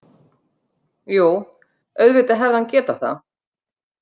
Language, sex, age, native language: Icelandic, female, 50-59, Icelandic